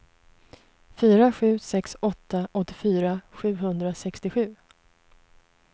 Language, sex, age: Swedish, female, 33